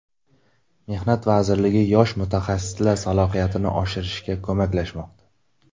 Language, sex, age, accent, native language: Uzbek, male, 18-24, Sirdaryo, Uzbek